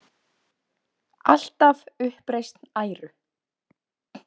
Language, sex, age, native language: Icelandic, female, 20-29, Icelandic